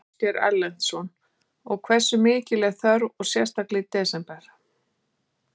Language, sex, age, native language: Icelandic, female, 50-59, Icelandic